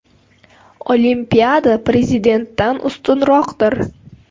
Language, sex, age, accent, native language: Uzbek, female, 18-24, Surxondaryo, Uzbek